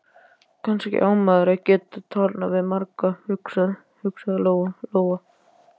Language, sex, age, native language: Icelandic, male, 12, Icelandic